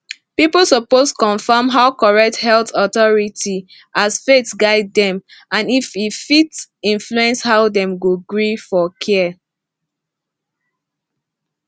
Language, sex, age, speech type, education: Nigerian Pidgin, female, 15-29, spontaneous, tertiary